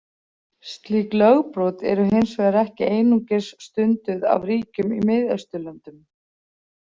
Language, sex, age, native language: Icelandic, female, 40-49, Icelandic